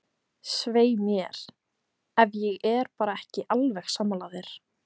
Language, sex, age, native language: Icelandic, female, 15, Icelandic